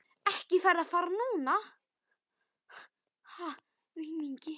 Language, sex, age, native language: Icelandic, male, 11, Icelandic